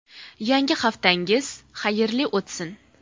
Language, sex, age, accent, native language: Uzbek, female, 19-29, Farg'ona, Uzbek